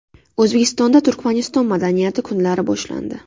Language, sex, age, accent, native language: Uzbek, female, 18-24, Navoiy, Uzbek